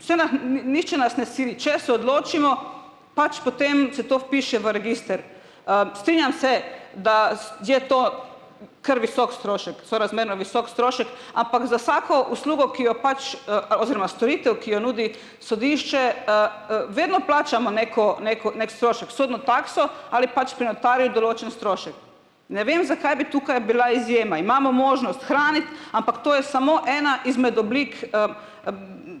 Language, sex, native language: Slovenian, female, Slovenian